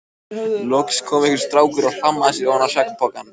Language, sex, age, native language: Icelandic, male, 14, Icelandic